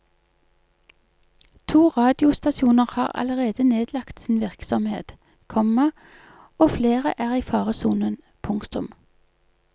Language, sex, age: Norwegian, female, 48